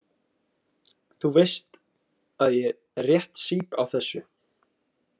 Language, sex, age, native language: Icelandic, male, 20-29, Icelandic